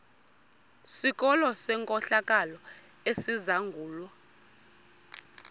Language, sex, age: Xhosa, female, 32